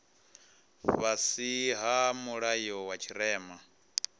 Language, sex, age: Venda, male, 19